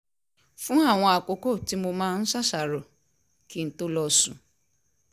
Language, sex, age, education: Yoruba, female, 30-45, tertiary